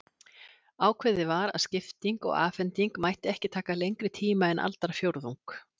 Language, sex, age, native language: Icelandic, female, 60-69, Icelandic